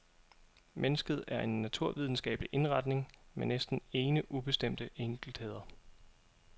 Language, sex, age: Danish, male, 27